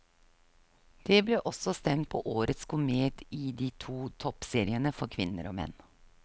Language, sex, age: Norwegian, female, 48